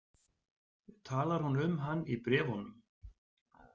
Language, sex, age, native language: Icelandic, male, 40-49, Icelandic